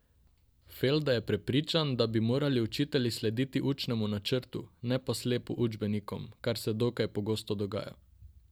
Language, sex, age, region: Slovenian, male, 18-29, Drava region